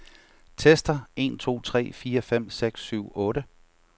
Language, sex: Danish, male